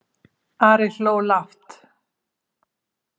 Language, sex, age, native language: Icelandic, female, 70-79, Icelandic